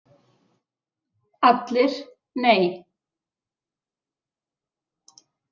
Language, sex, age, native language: Icelandic, female, 40-49, Icelandic